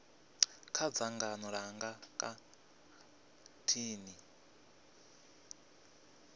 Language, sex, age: Venda, male, 25